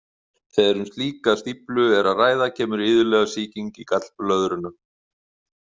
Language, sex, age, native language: Icelandic, male, 50-59, Icelandic